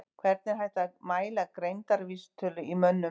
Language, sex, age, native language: Icelandic, female, 50-59, Icelandic